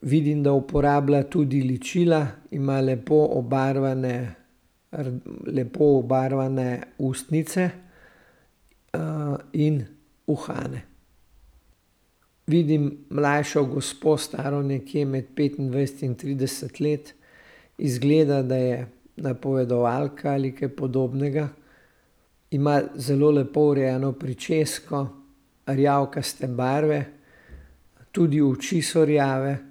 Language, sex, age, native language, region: Slovenian, male, 60+, Slovenian, Central Slovenia